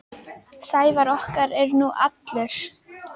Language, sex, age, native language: Icelandic, female, 10, Icelandic